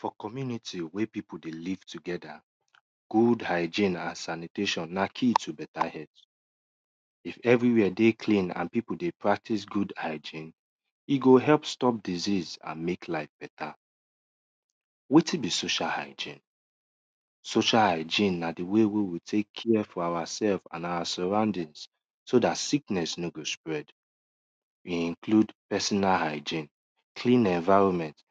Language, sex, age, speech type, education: Nigerian Pidgin, male, 15-29, spontaneous, tertiary